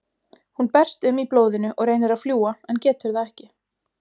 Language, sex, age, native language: Icelandic, female, 20-29, Icelandic